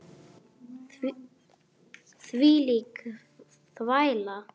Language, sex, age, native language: Icelandic, female, 8, Icelandic